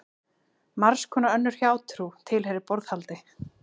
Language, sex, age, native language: Icelandic, female, 20-29, Icelandic